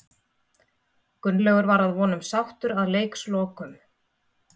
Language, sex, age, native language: Icelandic, female, 30-39, Icelandic